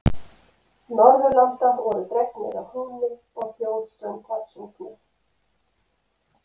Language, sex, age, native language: Icelandic, female, 50-59, Icelandic